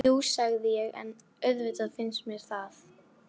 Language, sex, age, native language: Icelandic, female, 12, Icelandic